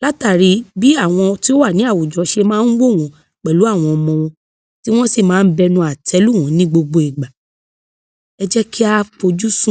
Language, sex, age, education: Yoruba, male, 46-60, tertiary